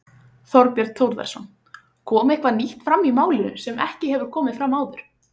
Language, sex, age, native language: Icelandic, female, 20-29, Icelandic